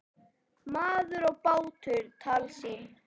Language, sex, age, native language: Icelandic, female, 9, Icelandic